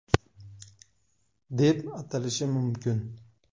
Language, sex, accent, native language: Uzbek, male, Samarqand, Uzbek